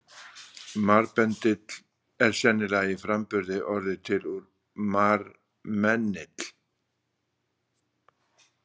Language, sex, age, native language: Icelandic, male, 60-69, Icelandic